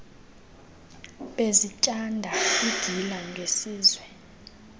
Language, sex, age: Xhosa, female, 22